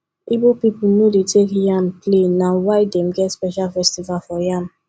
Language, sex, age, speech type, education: Nigerian Pidgin, female, 15-29, spontaneous, tertiary